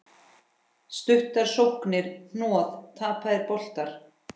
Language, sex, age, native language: Icelandic, female, 10, Icelandic